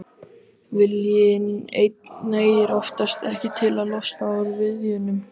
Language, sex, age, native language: Icelandic, other, 18-19, Icelandic